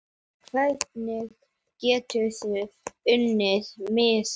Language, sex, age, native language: Icelandic, male, 9, Icelandic